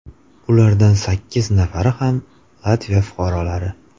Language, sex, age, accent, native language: Uzbek, male, 25-34, Farg'ona, Uzbek